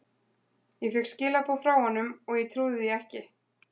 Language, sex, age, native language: Icelandic, female, 20-29, Icelandic